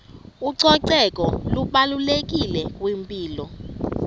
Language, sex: Xhosa, female